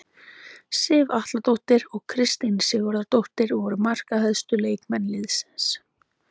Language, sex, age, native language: Icelandic, female, 20-29, Icelandic